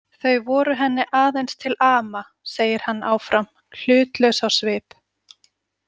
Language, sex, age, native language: Icelandic, female, 40-49, Icelandic